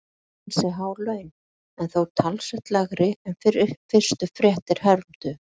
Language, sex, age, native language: Icelandic, female, 50-59, Icelandic